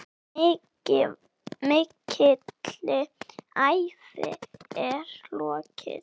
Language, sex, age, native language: Icelandic, female, 8, Icelandic